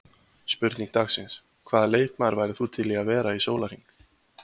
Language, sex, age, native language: Icelandic, male, 20-29, Icelandic